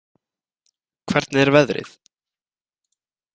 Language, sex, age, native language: Icelandic, male, 20-29, Icelandic